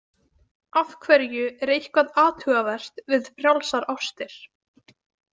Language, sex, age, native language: Icelandic, female, 18-19, Icelandic